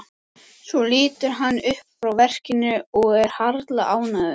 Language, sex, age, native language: Icelandic, female, 14, Icelandic